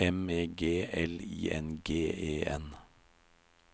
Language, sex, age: Norwegian, male, 56